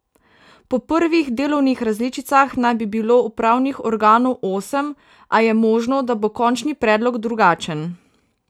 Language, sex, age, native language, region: Slovenian, female, 18-29, Slovenian, Savinja region